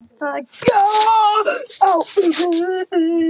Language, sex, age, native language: Icelandic, male, 7, Icelandic